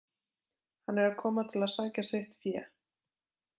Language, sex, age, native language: Icelandic, female, 20-29, Icelandic